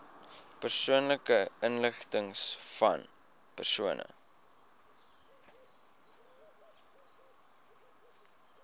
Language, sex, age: Afrikaans, male, 20